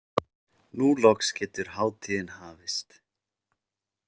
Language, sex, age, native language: Icelandic, male, 30-39, Icelandic